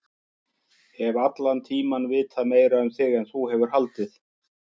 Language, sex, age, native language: Icelandic, male, 50-59, Icelandic